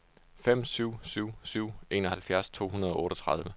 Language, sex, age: Danish, male, 29